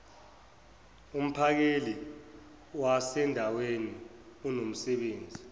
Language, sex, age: Zulu, male, 24